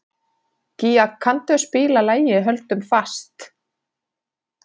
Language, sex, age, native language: Icelandic, female, 40-49, Finnish